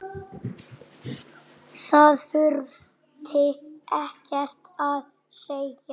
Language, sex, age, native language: Icelandic, female, 8, Icelandic